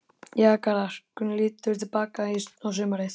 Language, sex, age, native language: Icelandic, male, 13, Icelandic